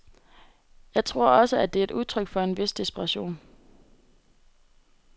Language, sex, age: Danish, female, 18